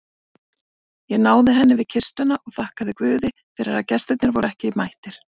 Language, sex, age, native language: Icelandic, female, 40-49, Icelandic